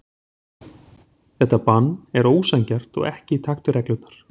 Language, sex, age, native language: Icelandic, male, 40-49, Icelandic